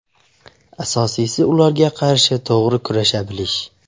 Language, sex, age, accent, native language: Uzbek, male, 18-24, Buxoro, Uzbek